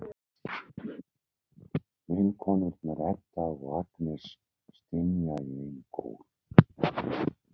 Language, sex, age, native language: Icelandic, male, 60-69, Icelandic